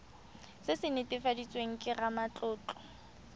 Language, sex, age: Tswana, female, 23